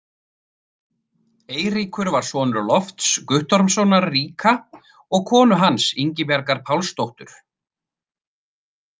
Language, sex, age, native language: Icelandic, male, 30-39, Icelandic